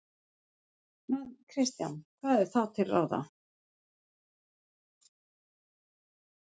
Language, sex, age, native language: Icelandic, female, 50-59, Icelandic